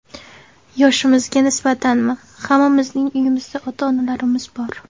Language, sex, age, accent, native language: Uzbek, female, 18-24, Samarqand, Uzbek